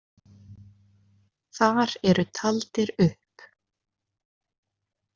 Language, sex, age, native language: Icelandic, female, 20-29, Icelandic